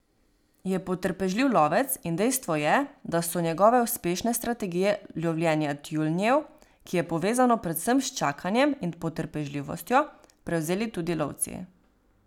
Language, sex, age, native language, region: Slovenian, female, 18-29, Slovenian, Savinja region